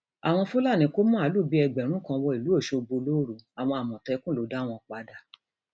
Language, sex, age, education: Yoruba, female, 46-60, tertiary